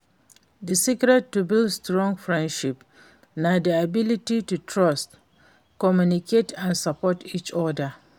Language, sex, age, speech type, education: Nigerian Pidgin, female, 46-60, read, secondary